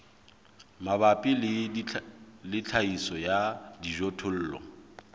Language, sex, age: Southern Sotho, male, 26